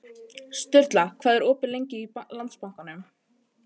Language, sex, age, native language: Icelandic, female, 18-19, Icelandic